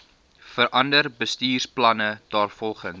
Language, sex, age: Afrikaans, male, 19